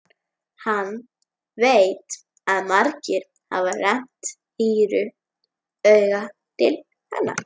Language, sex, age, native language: Icelandic, female, 11, Icelandic